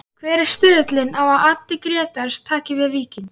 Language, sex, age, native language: Icelandic, male, 11, Icelandic